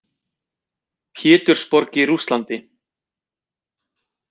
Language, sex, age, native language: Icelandic, male, 20-29, Icelandic